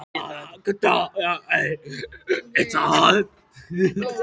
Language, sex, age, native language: Icelandic, female, 12, Icelandic